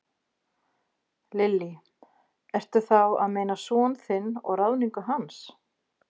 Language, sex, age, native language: Icelandic, female, 50-59, Icelandic